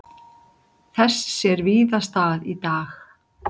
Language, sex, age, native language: Icelandic, male, 60-69, Icelandic